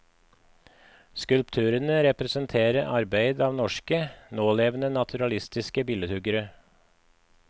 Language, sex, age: Norwegian, male, 53